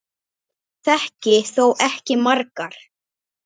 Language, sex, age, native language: Icelandic, male, 10, Icelandic